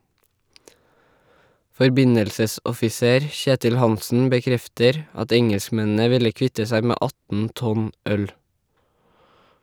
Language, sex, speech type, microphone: Norwegian, male, read, Shure